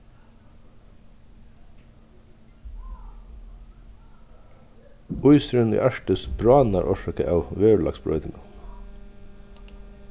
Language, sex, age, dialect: Faroese, male, 36-60, Vágar